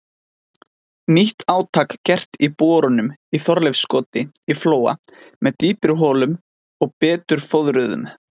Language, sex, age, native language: Icelandic, male, 20-29, Icelandic